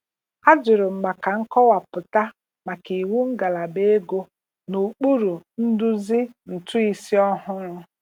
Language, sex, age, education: Igbo, female, 30-45, tertiary